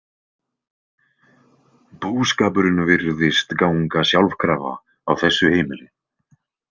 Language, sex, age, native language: Icelandic, male, 20-29, Icelandic